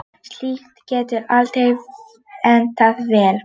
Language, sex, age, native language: Icelandic, female, 8, Polish